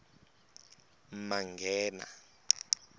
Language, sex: Tsonga, male